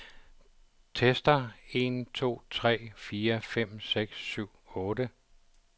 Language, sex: Danish, male